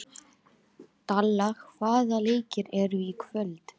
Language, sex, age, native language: Icelandic, other, 18-19, Icelandic